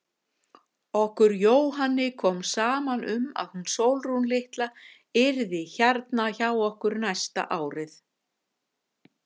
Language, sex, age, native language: Icelandic, female, 50-59, Icelandic